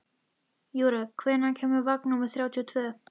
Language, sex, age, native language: Icelandic, female, 13, Icelandic